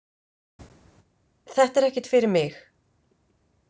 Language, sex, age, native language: Icelandic, female, 50-59, Icelandic